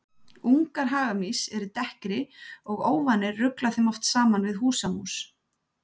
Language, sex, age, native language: Icelandic, female, 30-39, Icelandic